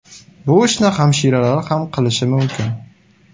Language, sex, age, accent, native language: Uzbek, male, 18-24, Qashqadaryo, Uzbek